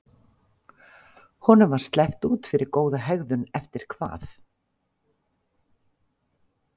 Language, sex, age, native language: Icelandic, female, 50-59, Icelandic